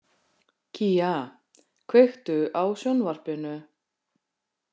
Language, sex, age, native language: Icelandic, female, 40-49, Icelandic